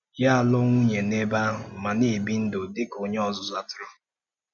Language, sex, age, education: Igbo, male, 30-45, tertiary